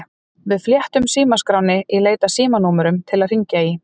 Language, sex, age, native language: Icelandic, female, 30-39, Icelandic